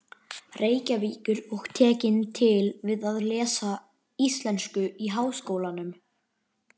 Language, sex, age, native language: Icelandic, male, 11, Icelandic